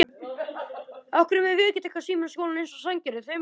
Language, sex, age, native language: Icelandic, male, 10, Icelandic